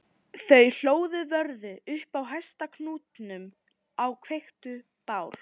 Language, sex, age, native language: Icelandic, female, 18-19, Icelandic